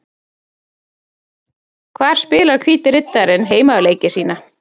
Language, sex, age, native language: Icelandic, female, 30-39, Icelandic